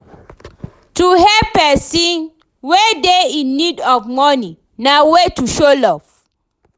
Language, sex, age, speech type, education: Nigerian Pidgin, female, 30-45, read, tertiary